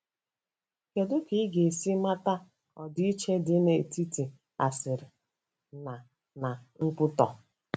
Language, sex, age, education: Igbo, female, 30-45, tertiary